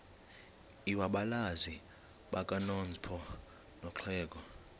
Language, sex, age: Xhosa, male, 19